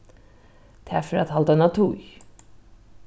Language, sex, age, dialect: Faroese, female, 36-60, Norðuroyggjar